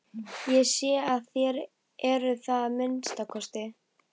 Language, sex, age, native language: Icelandic, female, 12, Icelandic